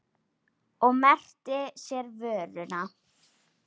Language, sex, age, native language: Icelandic, female, 10, Icelandic